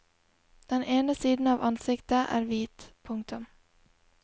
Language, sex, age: Norwegian, female, 20